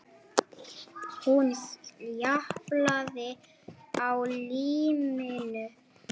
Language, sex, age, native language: Icelandic, male, 9, Icelandic